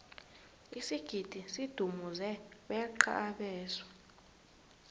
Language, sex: South Ndebele, female